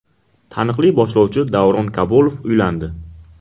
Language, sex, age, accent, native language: Uzbek, male, 18-24, Qashqadaryo, Uzbek